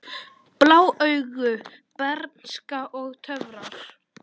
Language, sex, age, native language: Icelandic, male, 10, Icelandic